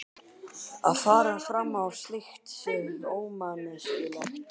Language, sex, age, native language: Icelandic, male, 12, Icelandic